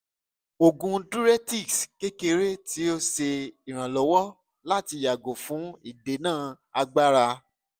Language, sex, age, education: Yoruba, male, 15-29, secondary